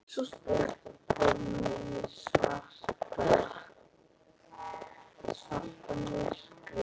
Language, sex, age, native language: Icelandic, male, 11, Icelandic